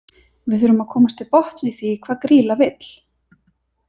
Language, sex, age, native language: Icelandic, female, 30-39, Icelandic